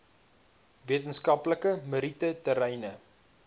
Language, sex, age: Afrikaans, male, 22